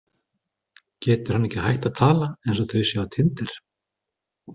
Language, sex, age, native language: Icelandic, male, 40-49, Icelandic